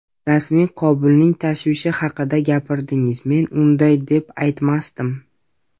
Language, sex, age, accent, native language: Uzbek, male, 19-29, Namangan, Uzbek